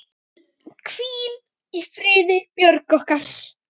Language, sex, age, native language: Icelandic, female, 9, Icelandic